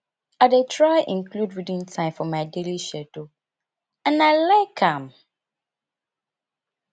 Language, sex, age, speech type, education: Nigerian Pidgin, female, 15-29, spontaneous, tertiary